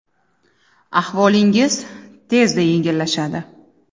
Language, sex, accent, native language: Uzbek, female, Samarqand, Uzbek